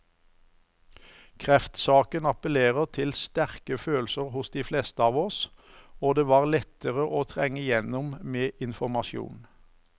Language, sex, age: Norwegian, male, 54